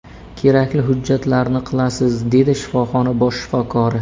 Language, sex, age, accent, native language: Uzbek, male, 25-34, Samarqand, Uzbek